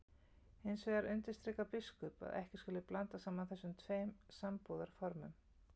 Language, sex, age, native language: Icelandic, female, 50-59, Icelandic